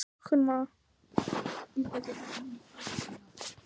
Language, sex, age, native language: Icelandic, other, 18-19, Icelandic